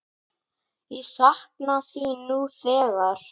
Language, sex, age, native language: Icelandic, female, 10, Icelandic